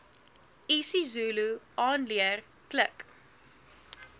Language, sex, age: Afrikaans, female, 19